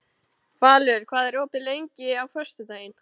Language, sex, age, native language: Icelandic, male, 12, Icelandic